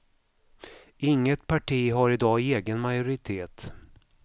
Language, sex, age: Swedish, male, 55